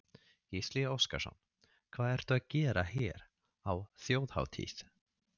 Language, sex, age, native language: Icelandic, male, 30-39, Swedish